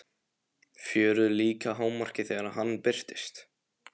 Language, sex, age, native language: Icelandic, male, 18-19, Polish